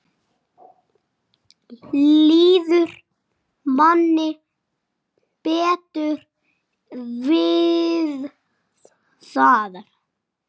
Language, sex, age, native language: Icelandic, male, 6, Icelandic